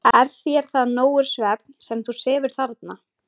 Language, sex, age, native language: Icelandic, female, 20-29, Icelandic